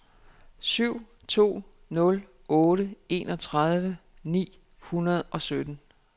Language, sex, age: Danish, female, 49